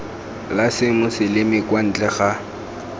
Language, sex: Tswana, male